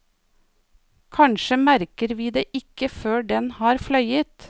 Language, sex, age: Norwegian, female, 49